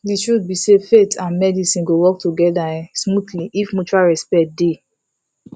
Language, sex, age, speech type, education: Nigerian Pidgin, female, 15-29, spontaneous, tertiary